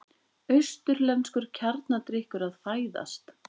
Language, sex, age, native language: Icelandic, female, 20-29, Icelandic